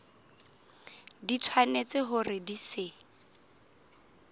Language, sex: Southern Sotho, female